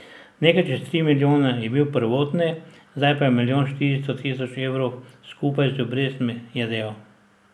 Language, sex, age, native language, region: Slovenian, male, 60+, Slovenian, Drava region